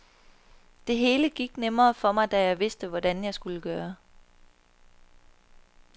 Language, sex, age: Danish, female, 23